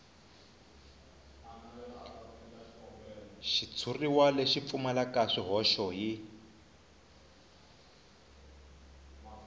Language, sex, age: Tsonga, male, 20